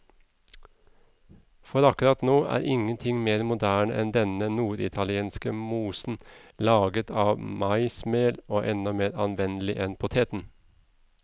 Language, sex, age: Norwegian, male, 37